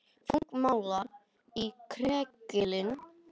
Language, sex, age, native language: Icelandic, male, 18-19, Icelandic